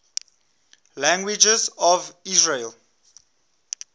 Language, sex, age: English, male, 21